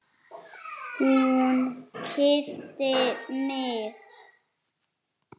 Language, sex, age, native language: Icelandic, male, 6, Icelandic